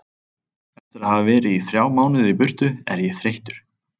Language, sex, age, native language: Icelandic, male, 30-39, Icelandic